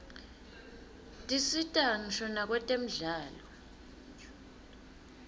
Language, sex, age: Swati, female, 22